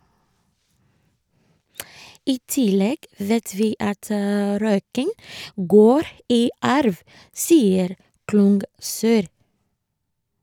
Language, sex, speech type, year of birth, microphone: Norwegian, female, read, 1986, Shure